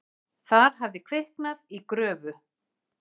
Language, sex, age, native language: Icelandic, female, 40-49, Icelandic